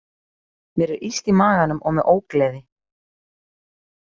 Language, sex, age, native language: Icelandic, female, 40-49, Icelandic